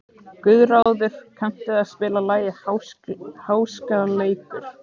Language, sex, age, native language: Icelandic, male, 15, Icelandic